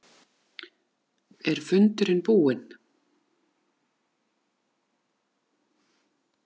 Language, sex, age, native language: Icelandic, female, 40-49, Icelandic